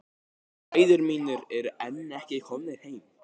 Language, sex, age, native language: Icelandic, male, 15, Icelandic